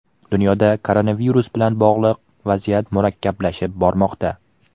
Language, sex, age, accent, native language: Uzbek, male, under 19, Qashqadaryo, Uzbek